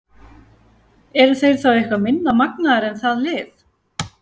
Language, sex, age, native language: Icelandic, female, 14, Icelandic